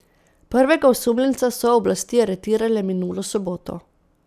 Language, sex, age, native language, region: Slovenian, female, 30-49, Slovenian, Posavska region